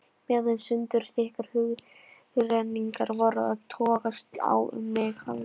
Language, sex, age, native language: Icelandic, female, 13, Icelandic